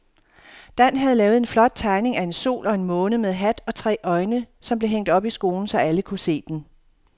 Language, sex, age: Danish, female, 51